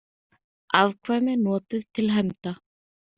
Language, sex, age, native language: Icelandic, female, 30-39, Icelandic